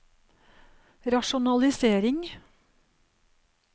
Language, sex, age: Norwegian, female, 52